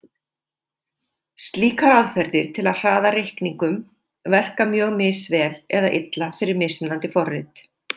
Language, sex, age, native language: Icelandic, female, 50-59, Icelandic